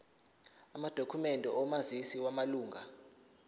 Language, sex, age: Zulu, male, 19